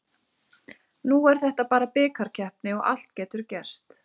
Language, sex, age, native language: Icelandic, female, 30-39, Icelandic